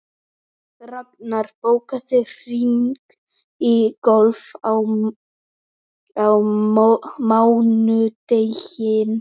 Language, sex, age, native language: Icelandic, male, 12, Icelandic